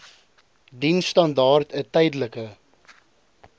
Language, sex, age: Afrikaans, male, 20